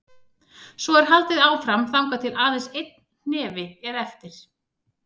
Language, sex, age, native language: Icelandic, female, 30-39, Icelandic